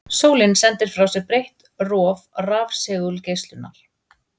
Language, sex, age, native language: Icelandic, female, 40-49, Icelandic